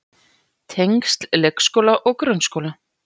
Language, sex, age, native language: Icelandic, female, 40-49, Icelandic